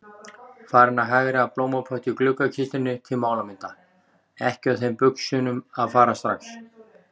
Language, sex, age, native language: Icelandic, male, 40-49, Icelandic